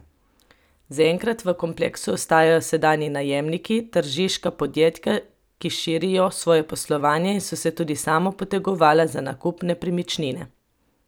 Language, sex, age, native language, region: Slovenian, female, 30-49, Slovenian, Coastal Karst region